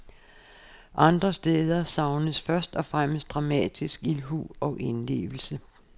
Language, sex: Danish, female